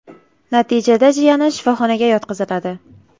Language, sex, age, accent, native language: Uzbek, female, 18-24, Toshkent viloyati, Uzbek